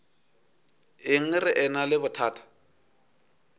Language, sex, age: Northern Sotho, male, 22